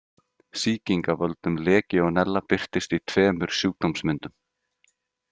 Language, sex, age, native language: Icelandic, male, 30-39, Icelandic